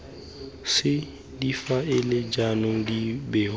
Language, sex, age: Tswana, male, 20